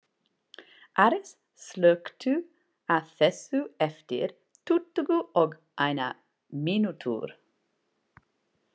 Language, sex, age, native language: Icelandic, female, 40-49, English